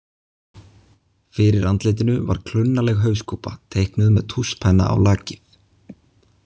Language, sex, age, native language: Icelandic, male, 20-29, Icelandic